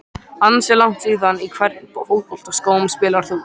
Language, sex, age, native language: Icelandic, male, 13, Icelandic